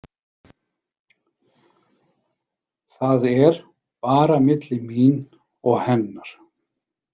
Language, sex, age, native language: Icelandic, male, 40-49, Icelandic